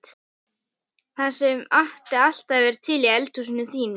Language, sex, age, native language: Icelandic, male, 11, Icelandic